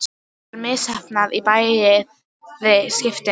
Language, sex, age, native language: Icelandic, female, 12, Icelandic